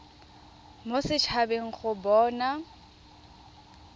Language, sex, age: Tswana, female, 20